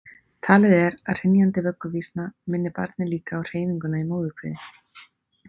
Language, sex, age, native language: Icelandic, female, 30-39, Icelandic